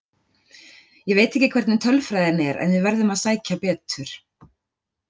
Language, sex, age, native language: Icelandic, female, 40-49, Icelandic